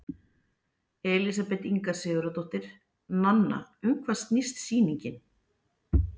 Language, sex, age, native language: Icelandic, female, 40-49, Icelandic